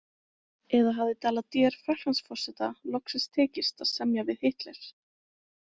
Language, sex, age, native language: Icelandic, female, 20-29, Icelandic